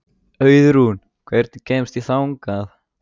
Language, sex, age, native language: Icelandic, male, 14, Icelandic